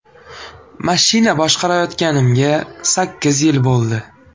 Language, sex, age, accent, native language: Uzbek, male, 18-24, Farg'ona, Uzbek